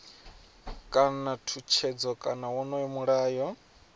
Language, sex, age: Venda, male, 20